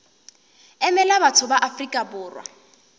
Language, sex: Northern Sotho, female